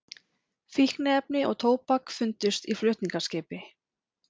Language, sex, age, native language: Icelandic, female, 40-49, Icelandic